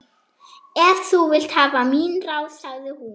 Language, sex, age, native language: Icelandic, female, 11, German